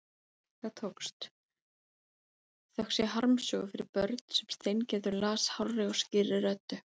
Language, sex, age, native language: Icelandic, female, 30-39, Icelandic